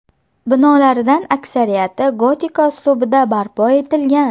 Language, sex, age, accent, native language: Uzbek, female, 18-24, Toshkent shahri, Uzbek